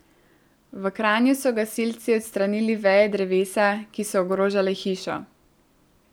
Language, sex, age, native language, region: Slovenian, female, 18-29, Slovenian, Central Slovenia